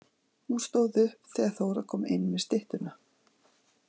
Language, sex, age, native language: Icelandic, female, 40-49, Icelandic